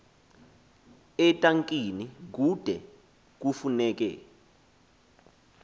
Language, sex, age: Xhosa, male, 20